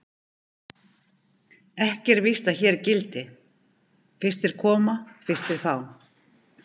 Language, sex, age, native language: Icelandic, female, 50-59, Icelandic